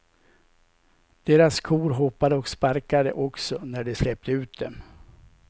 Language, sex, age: Swedish, male, 67